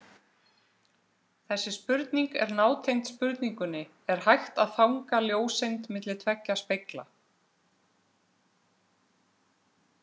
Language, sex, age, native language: Icelandic, female, 30-39, Icelandic